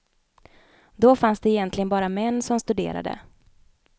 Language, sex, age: Swedish, female, 29